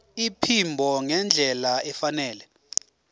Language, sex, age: Zulu, male, 24